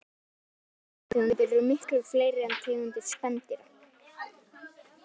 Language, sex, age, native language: Icelandic, male, 18-19, Icelandic